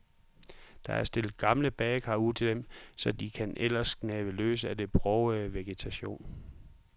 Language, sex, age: Danish, male, 44